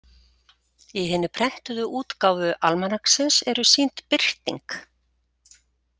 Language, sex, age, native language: Icelandic, female, 40-49, Icelandic